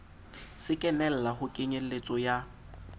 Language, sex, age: Southern Sotho, male, 20